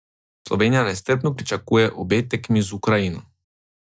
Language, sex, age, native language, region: Slovenian, male, 18-29, Slovenian, Drava region